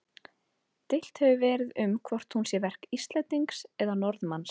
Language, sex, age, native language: Icelandic, female, 30-39, Icelandic